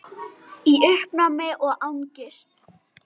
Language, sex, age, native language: Icelandic, female, 10, Icelandic